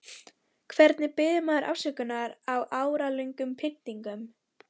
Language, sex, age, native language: Icelandic, female, 13, Icelandic